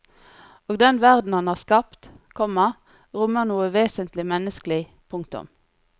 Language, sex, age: Norwegian, female, 40